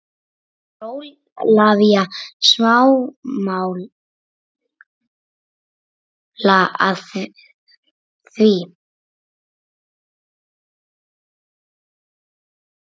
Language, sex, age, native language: Icelandic, female, 7, Icelandic